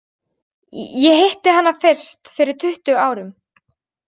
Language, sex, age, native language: Icelandic, female, 18-19, Icelandic